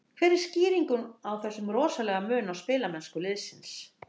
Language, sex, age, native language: Icelandic, female, 60-69, Icelandic